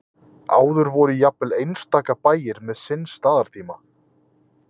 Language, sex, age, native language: Icelandic, male, 20-29, Icelandic